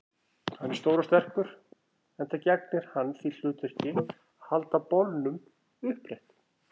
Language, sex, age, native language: Icelandic, female, 40-49, Icelandic